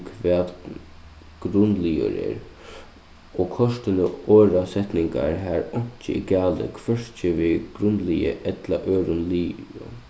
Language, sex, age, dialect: Faroese, male, 15-35, Suðuroy